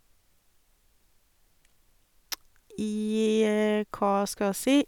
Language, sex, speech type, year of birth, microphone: Norwegian, female, spontaneous, 1982, Sennheiser